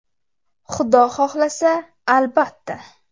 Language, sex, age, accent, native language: Uzbek, female, under 19, Navoiy, Uzbek